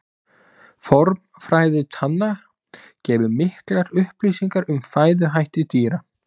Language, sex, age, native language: Icelandic, male, 20-29, Icelandic